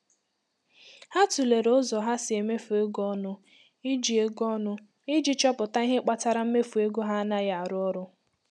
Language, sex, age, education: Igbo, female, 15-29, tertiary